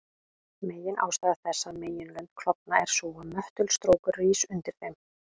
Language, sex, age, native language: Icelandic, female, 18-19, Icelandic